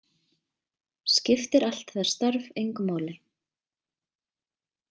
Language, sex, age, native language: Icelandic, female, 20-29, Icelandic